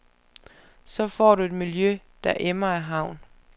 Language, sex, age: Danish, female, 25